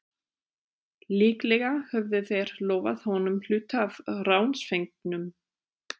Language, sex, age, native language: Icelandic, female, 30-39, German